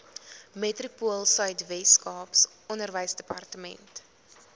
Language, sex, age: Afrikaans, female, 20